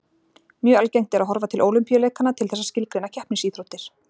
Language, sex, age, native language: Icelandic, female, 40-49, Icelandic